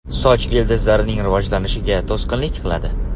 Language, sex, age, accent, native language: Uzbek, male, 18-24, Farg'ona, Uzbek